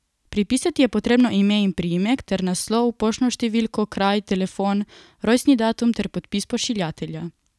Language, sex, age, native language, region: Slovenian, female, 18-29, Slovenian, Coastal Karst region